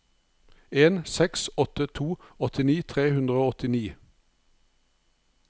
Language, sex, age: Norwegian, male, 59